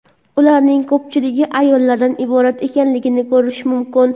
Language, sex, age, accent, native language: Uzbek, female, under 19, Qashqadaryo, Uzbek